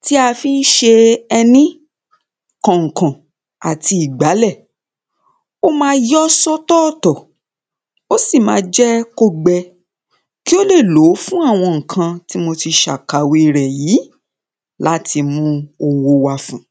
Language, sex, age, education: Yoruba, female, 30-45, secondary